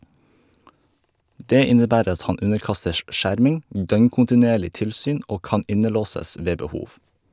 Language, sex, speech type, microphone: Norwegian, male, read, Shure